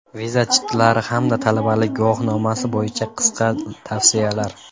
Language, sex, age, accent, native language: Uzbek, male, under 19, Toshkent viloyati, Uzbek